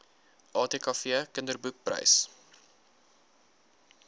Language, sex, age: Afrikaans, male, 19